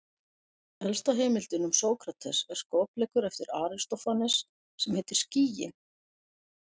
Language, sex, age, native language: Icelandic, female, 40-49, Icelandic